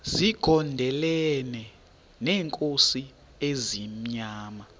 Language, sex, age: Xhosa, male, 30